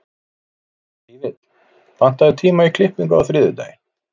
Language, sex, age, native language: Icelandic, male, 40-49, Icelandic